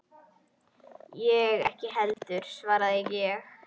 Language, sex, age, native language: Icelandic, female, 10, Icelandic